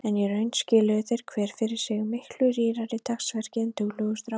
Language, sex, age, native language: Icelandic, female, 30-39, Icelandic